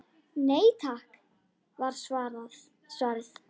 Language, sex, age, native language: Icelandic, female, 10, Icelandic